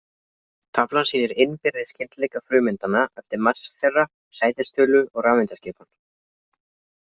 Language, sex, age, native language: Icelandic, other, 20-29, Icelandic